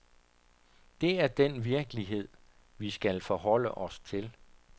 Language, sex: Danish, male